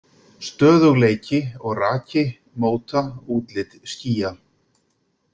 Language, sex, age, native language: Icelandic, male, 50-59, Icelandic